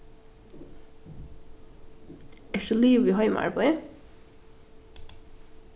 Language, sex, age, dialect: Faroese, female, 15-35, Norðuroyggjar